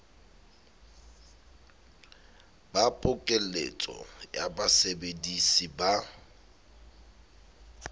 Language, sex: Southern Sotho, male